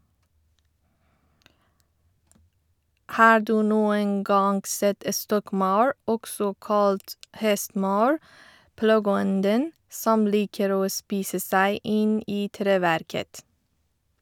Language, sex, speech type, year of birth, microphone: Norwegian, female, read, 1985, Shure